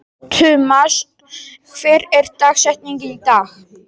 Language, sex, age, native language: Icelandic, male, 40-49, Polish